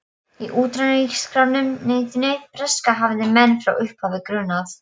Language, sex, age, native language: Icelandic, female, 12, Polish